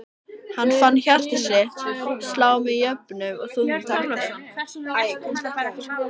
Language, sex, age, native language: Icelandic, female, 14, Icelandic